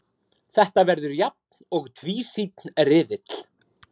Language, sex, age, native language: Icelandic, female, 30-39, Icelandic